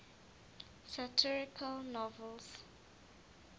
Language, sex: English, female